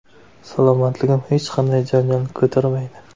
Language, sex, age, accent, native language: Uzbek, male, 18-24, Surxondaryo, Uzbek